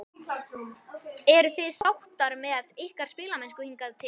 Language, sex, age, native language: Icelandic, male, 12, Icelandic